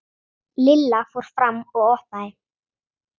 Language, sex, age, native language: Icelandic, female, 10, Icelandic